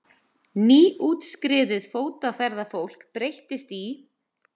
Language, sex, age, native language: Icelandic, female, 30-39, Icelandic